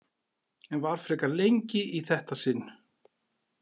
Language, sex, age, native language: Icelandic, male, 40-49, Icelandic